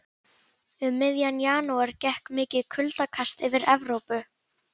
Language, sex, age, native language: Icelandic, female, 11, Icelandic